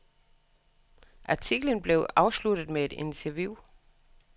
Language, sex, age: Danish, female, 61